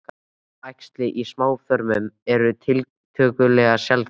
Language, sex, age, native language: Icelandic, male, 13, Icelandic